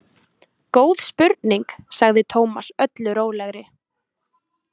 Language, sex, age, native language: Icelandic, female, 20-29, Icelandic